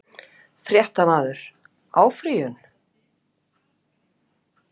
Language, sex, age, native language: Icelandic, female, 50-59, Icelandic